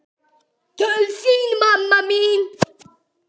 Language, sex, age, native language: Icelandic, male, 8, Icelandic